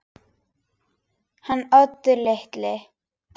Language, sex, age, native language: Icelandic, female, 9, Icelandic